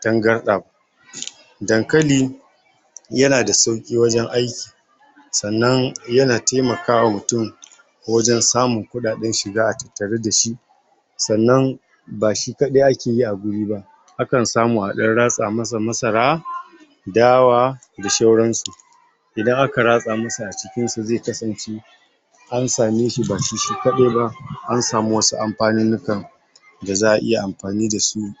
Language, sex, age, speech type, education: Hausa, male, 60+, spontaneous, tertiary